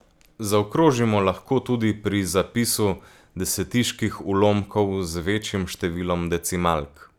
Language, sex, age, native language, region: Slovenian, male, 18-29, Slovenian, Gorica region